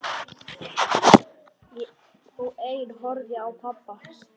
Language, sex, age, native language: Icelandic, male, 10, Icelandic